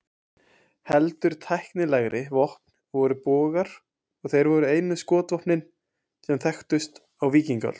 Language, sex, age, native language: Icelandic, male, 20-29, Icelandic